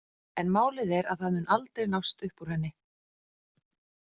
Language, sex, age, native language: Icelandic, female, 40-49, Icelandic